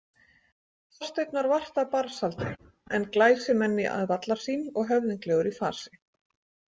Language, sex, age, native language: Icelandic, female, 18-19, Icelandic